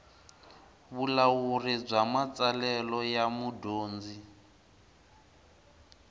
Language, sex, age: Tsonga, male, 19